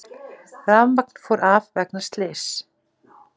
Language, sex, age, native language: Icelandic, female, 40-49, Icelandic